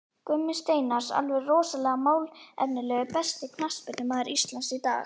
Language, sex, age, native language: Icelandic, female, 11, Icelandic